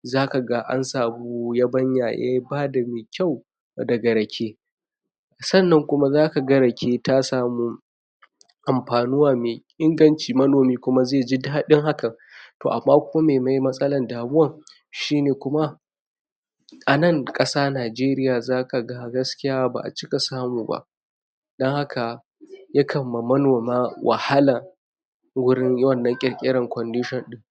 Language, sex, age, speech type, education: Hausa, male, 46-60, spontaneous, tertiary